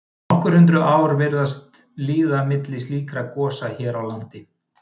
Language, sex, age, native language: Icelandic, male, 30-39, Icelandic